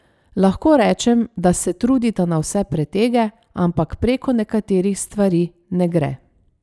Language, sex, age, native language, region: Slovenian, female, 30-49, Slovenian, Savinja region